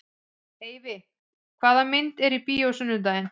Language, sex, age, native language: Icelandic, female, 40-49, Icelandic